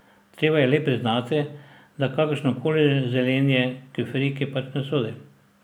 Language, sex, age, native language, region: Slovenian, male, 60+, Slovenian, Drava region